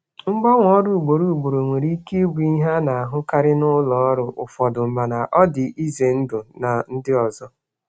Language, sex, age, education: Igbo, male, 30-45, tertiary